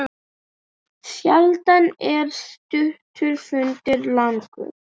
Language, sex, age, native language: Icelandic, female, 8, Icelandic